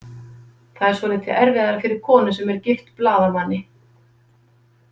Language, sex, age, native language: Icelandic, female, 50-59, Icelandic